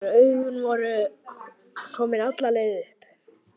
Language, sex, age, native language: Icelandic, male, 18-19, Icelandic